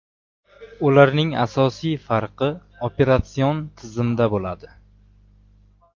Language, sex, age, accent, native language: Uzbek, male, 18-24, Samarqand, Uzbek